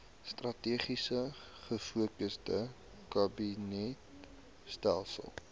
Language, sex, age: Afrikaans, male, 18